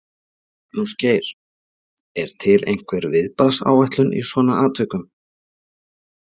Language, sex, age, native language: Icelandic, male, 40-49, Icelandic